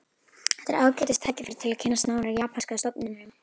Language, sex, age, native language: Icelandic, female, 11, Icelandic